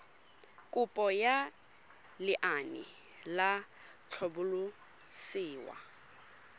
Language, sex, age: Tswana, female, 22